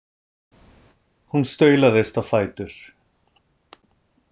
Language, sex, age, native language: Icelandic, male, 30-39, Icelandic